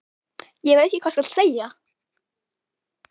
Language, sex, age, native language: Icelandic, female, 11, Icelandic